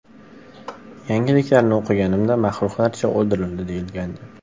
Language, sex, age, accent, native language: Uzbek, male, under 19, Samarqand, Uzbek